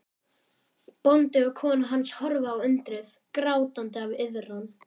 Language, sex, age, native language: Icelandic, male, 11, Icelandic